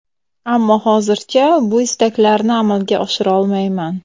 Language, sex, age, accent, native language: Uzbek, female, 25-34, Samarqand, Uzbek